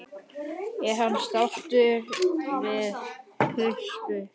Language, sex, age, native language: Icelandic, male, 11, Icelandic